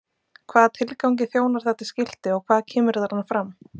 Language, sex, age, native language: Icelandic, female, 20-29, Icelandic